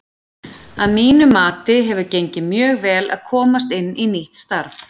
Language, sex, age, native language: Icelandic, female, 40-49, Icelandic